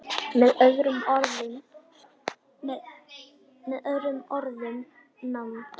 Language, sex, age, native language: Icelandic, male, 10, Icelandic